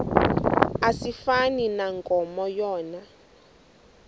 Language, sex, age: Xhosa, female, 20